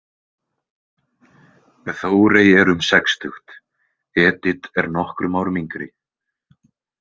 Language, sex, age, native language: Icelandic, male, 20-29, Icelandic